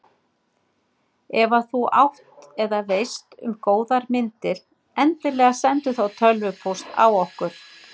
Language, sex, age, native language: Icelandic, female, 60-69, Icelandic